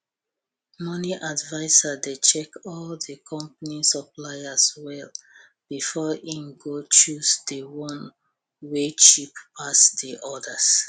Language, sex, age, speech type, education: Nigerian Pidgin, female, 30-45, spontaneous, tertiary